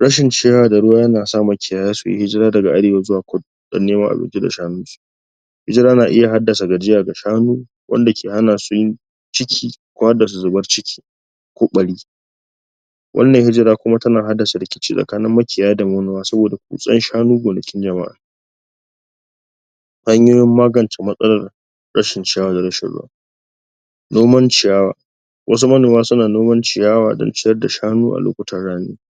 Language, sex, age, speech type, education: Hausa, male, 46-60, spontaneous, tertiary